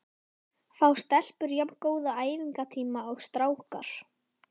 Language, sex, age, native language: Icelandic, female, 11, Icelandic